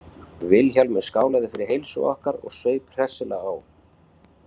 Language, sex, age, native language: Icelandic, male, 40-49, Icelandic